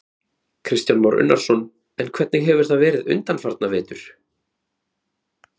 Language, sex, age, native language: Icelandic, male, 30-39, Icelandic